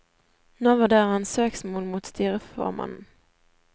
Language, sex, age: Norwegian, female, 20